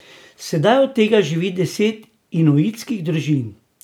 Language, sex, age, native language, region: Slovenian, male, 60+, Slovenian, Drava region